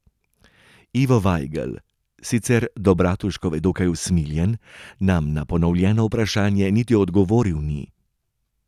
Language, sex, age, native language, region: Slovenian, male, 30-49, Slovenian, Gorenjska region